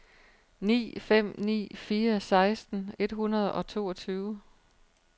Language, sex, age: Danish, female, 43